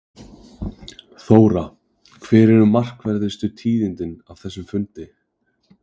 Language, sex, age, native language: Icelandic, male, 20-29, Icelandic